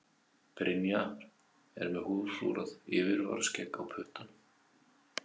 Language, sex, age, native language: Icelandic, male, 50-59, Icelandic